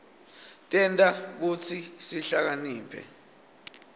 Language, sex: Swati, male